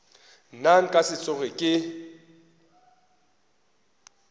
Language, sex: Northern Sotho, male